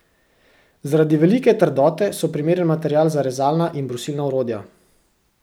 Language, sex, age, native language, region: Slovenian, male, 18-29, Slovenian, Central Slovenia